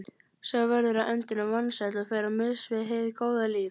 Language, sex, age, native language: Icelandic, female, 30-39, Icelandic